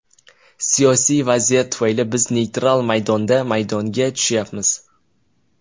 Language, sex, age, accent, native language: Uzbek, male, 19-29, Jizzax, Uzbek